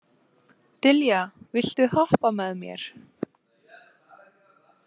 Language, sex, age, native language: Icelandic, female, 18-19, Icelandic